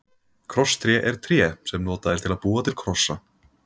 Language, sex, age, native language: Icelandic, male, 20-29, Icelandic